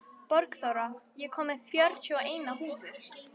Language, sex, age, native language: Icelandic, female, 11, Icelandic